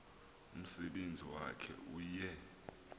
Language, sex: Xhosa, male